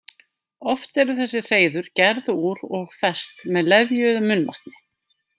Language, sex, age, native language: Icelandic, female, 50-59, Icelandic